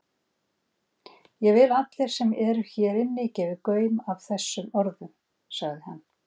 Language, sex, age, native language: Icelandic, female, 40-49, Icelandic